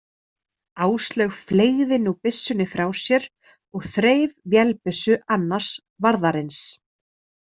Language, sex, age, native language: Icelandic, female, 30-39, Icelandic